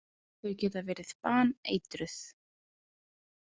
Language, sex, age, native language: Icelandic, female, 20-29, Icelandic